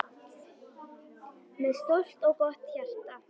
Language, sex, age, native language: Icelandic, female, 10, Icelandic